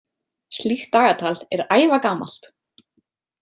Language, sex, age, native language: Icelandic, female, 30-39, Icelandic